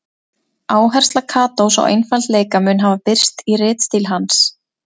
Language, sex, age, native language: Icelandic, female, 20-29, Icelandic